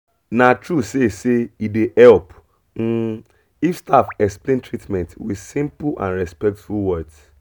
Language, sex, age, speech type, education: Nigerian Pidgin, male, 30-45, spontaneous, tertiary